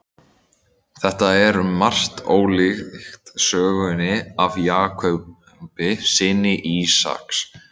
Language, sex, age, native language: Icelandic, male, 18-19, Icelandic